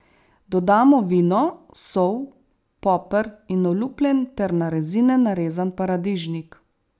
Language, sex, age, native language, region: Slovenian, female, 30-49, Slovenian, Savinja region